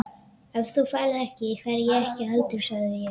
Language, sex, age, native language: Icelandic, male, 11, Icelandic